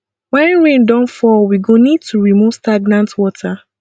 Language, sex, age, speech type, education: Nigerian Pidgin, female, 15-29, spontaneous, tertiary